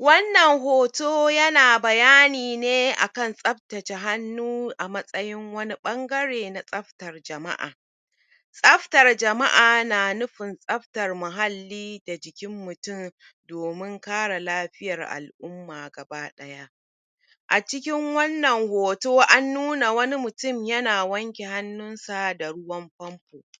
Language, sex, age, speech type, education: Hausa, female, 30-45, spontaneous, tertiary